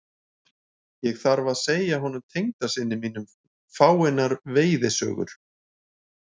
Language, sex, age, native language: Icelandic, male, 40-49, Icelandic